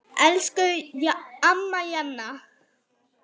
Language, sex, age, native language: Icelandic, female, 9, Icelandic